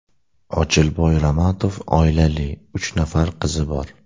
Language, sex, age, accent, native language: Uzbek, male, 18-24, Namangan, Uzbek